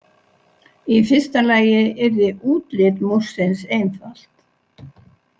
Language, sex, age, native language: Icelandic, female, 60-69, Icelandic